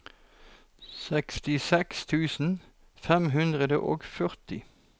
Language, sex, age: Norwegian, male, 43